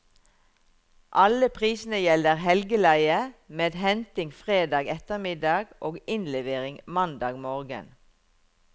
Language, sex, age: Norwegian, female, 51